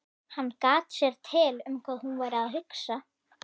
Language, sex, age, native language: Icelandic, female, 11, Icelandic